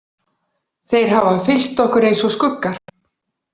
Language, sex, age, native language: Icelandic, female, 40-49, Icelandic